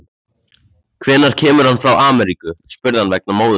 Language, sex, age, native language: Icelandic, male, 14, Icelandic